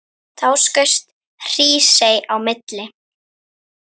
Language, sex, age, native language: Icelandic, female, 9, Icelandic